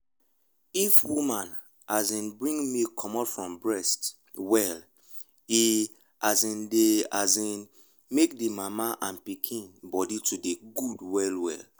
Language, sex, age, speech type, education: Nigerian Pidgin, male, 15-29, spontaneous, tertiary